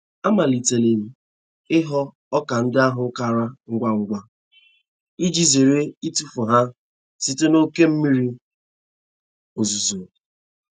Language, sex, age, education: Igbo, male, 15-29, tertiary